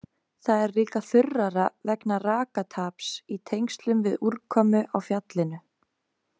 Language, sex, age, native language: Icelandic, female, 20-29, Icelandic